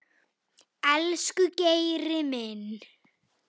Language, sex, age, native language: Icelandic, female, 9, Icelandic